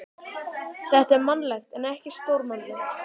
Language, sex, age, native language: Icelandic, male, 12, Icelandic